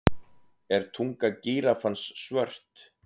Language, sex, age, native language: Icelandic, male, 30-39, Icelandic